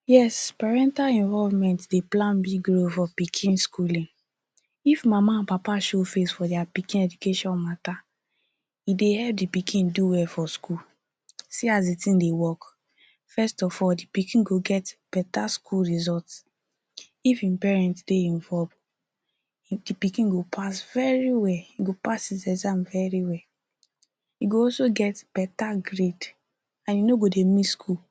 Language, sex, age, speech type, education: Nigerian Pidgin, female, 30-45, spontaneous, tertiary